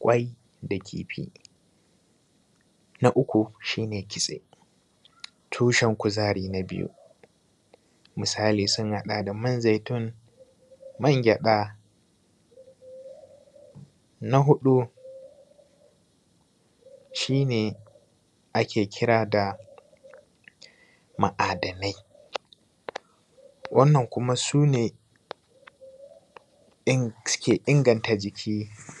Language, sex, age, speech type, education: Hausa, male, 15-29, spontaneous, primary